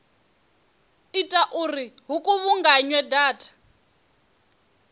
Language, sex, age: Venda, female, 23